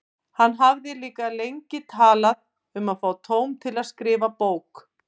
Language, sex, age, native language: Icelandic, female, 50-59, Icelandic